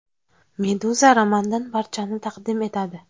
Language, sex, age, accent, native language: Uzbek, female, 19-29, Farg'ona, Uzbek